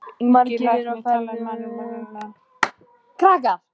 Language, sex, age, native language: Icelandic, female, 14, Icelandic